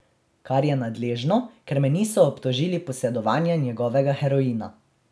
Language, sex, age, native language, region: Slovenian, male, 18-29, Slovenian, Drava region